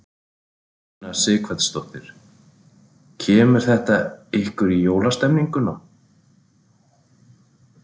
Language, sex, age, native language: Icelandic, male, 40-49, Icelandic